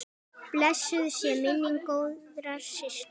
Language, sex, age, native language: Icelandic, female, 10, Icelandic